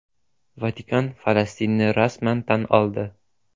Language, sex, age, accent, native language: Uzbek, male, 18-24, Toshkent shahri, Uzbek